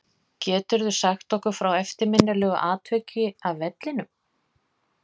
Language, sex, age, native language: Icelandic, female, 50-59, Icelandic